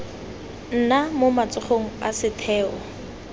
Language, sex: Tswana, female